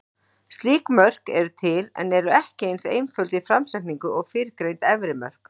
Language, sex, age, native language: Icelandic, female, 40-49, Icelandic